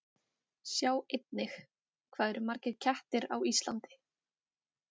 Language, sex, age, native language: Icelandic, female, 18-19, Icelandic